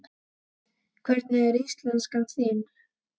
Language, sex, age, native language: Icelandic, male, 12, Icelandic